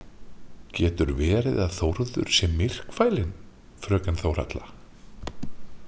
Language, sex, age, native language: Icelandic, male, 30-39, Icelandic